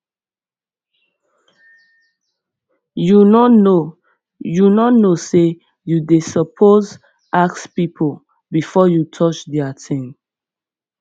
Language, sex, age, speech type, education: Nigerian Pidgin, female, 15-29, spontaneous, secondary